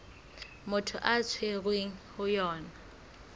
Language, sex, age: Southern Sotho, female, 25